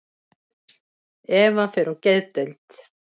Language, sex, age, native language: Icelandic, female, 70-79, Icelandic